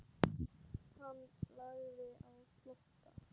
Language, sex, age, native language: Icelandic, male, 9, Icelandic